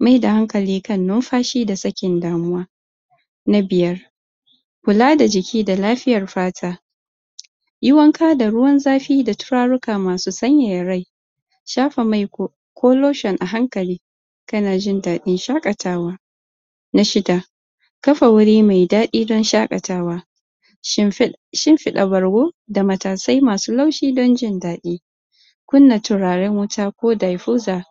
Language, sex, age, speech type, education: Hausa, female, 15-29, spontaneous, tertiary